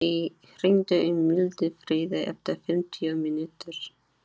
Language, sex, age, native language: Icelandic, female, 30-39, Chinese